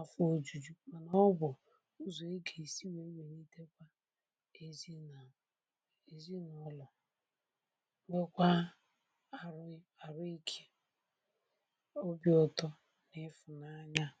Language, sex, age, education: Igbo, female, 30-45, primary